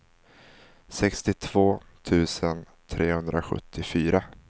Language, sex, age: Swedish, male, 19